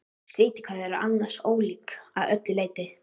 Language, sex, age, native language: Icelandic, female, 13, Icelandic